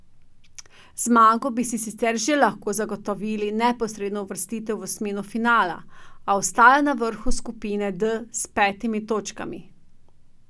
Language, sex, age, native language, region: Slovenian, female, 50-59, Slovenian, Drava region